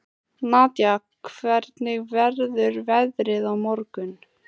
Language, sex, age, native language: Icelandic, female, 15, Icelandic